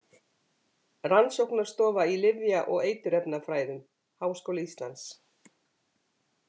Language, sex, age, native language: Icelandic, female, 50-59, Icelandic